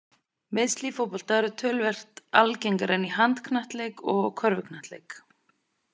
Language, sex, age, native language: Icelandic, female, 30-39, Icelandic